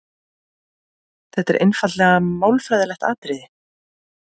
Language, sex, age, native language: Icelandic, female, 20-29, Icelandic